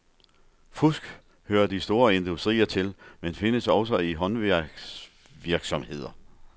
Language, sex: Danish, male